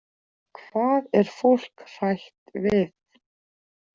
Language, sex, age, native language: Icelandic, female, 40-49, Icelandic